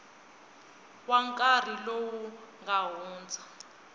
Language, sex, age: Tsonga, female, 20